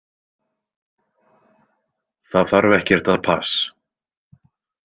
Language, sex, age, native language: Icelandic, male, 20-29, Icelandic